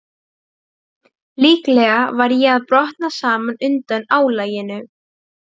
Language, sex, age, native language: Icelandic, female, 12, Serbo-Croatian